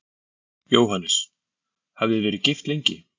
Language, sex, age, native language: Icelandic, male, 40-49, Icelandic